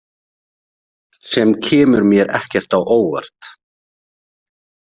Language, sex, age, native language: Icelandic, male, 30-39, Icelandic